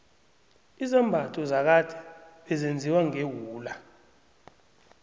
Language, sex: South Ndebele, male